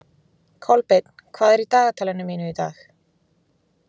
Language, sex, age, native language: Icelandic, female, 20-29, Icelandic